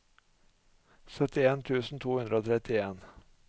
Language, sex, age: Norwegian, male, 45